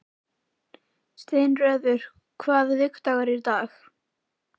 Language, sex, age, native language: Icelandic, female, 11, Icelandic